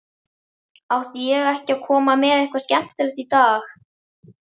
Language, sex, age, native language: Icelandic, male, 11, Icelandic